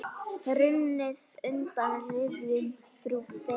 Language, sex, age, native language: Icelandic, female, 9, Icelandic